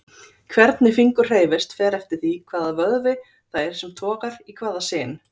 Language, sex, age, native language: Icelandic, female, 30-39, Icelandic